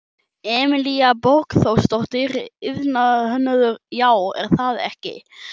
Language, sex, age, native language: Icelandic, male, 12, German